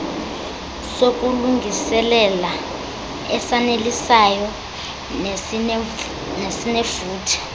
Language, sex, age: Xhosa, female, 22